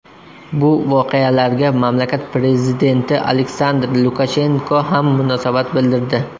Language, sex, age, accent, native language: Uzbek, male, 25-34, Surxondaryo, Uzbek